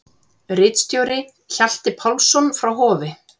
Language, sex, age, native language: Icelandic, female, 40-49, Icelandic